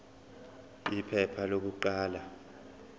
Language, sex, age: Zulu, male, 20